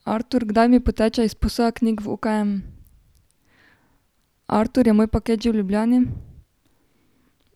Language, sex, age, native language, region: Slovenian, female, 18-29, Slovenian, Drava region